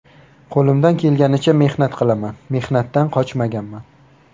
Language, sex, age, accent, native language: Uzbek, male, 18-24, Navoiy, Uzbek